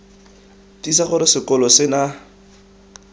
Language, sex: Tswana, male